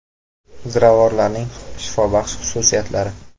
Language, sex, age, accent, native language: Uzbek, male, 18-24, Buxoro, Uzbek